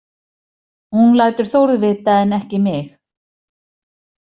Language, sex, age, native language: Icelandic, female, 40-49, Icelandic